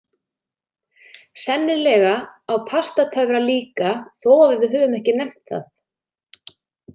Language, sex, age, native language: Icelandic, female, 30-39, Icelandic